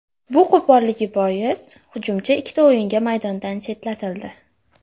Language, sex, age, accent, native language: Uzbek, female, under 19, Farg'ona, Uzbek